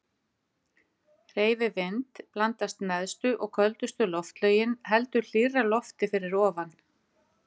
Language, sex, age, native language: Icelandic, female, 50-59, Icelandic